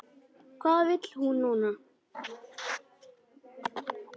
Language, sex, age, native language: Icelandic, male, 10, Icelandic